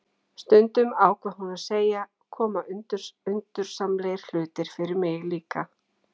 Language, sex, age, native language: Icelandic, female, 40-49, Icelandic